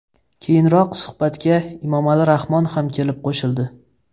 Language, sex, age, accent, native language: Uzbek, male, 18-24, Toshkent viloyati, Uzbek